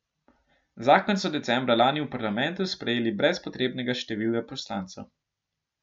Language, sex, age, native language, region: Slovenian, male, 12-17, Slovenian, Gorenjska region